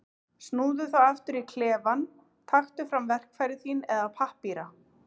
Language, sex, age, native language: Icelandic, female, 30-39, Icelandic